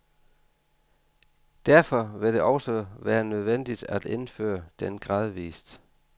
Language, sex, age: Danish, male, 49